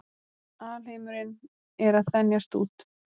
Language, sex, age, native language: Icelandic, female, 30-39, Icelandic